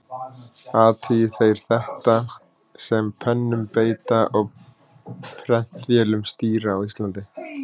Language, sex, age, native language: Icelandic, male, 30-39, Icelandic